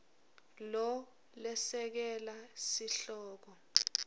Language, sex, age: Swati, female, 21